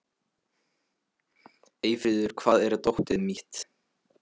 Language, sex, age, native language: Icelandic, male, 12, Polish